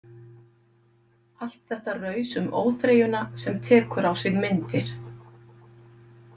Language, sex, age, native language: Icelandic, female, 50-59, Icelandic